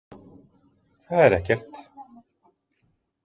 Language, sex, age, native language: Icelandic, male, 60-69, Icelandic